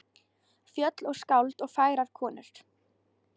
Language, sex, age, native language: Icelandic, female, 13, Icelandic